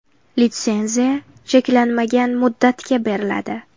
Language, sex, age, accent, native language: Uzbek, female, 18-24, Farg'ona, Uzbek